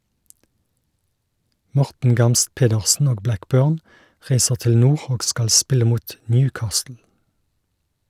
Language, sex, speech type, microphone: Norwegian, male, read, Shure